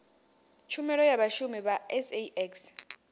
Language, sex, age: Venda, female, 28